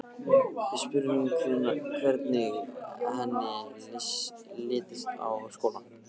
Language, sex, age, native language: Icelandic, male, 15, Icelandic